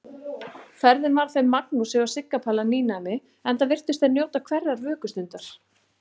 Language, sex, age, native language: Icelandic, female, 40-49, Icelandic